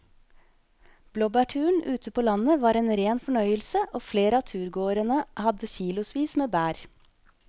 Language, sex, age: Norwegian, female, 25